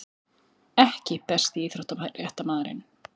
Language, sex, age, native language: Icelandic, female, 30-39, Icelandic